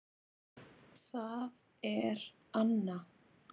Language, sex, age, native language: Icelandic, male, 6, Icelandic